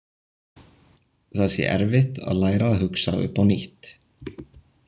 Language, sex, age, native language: Icelandic, male, 20-29, Icelandic